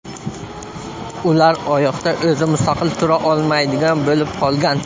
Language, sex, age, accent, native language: Uzbek, male, 25-34, Surxondaryo, Uzbek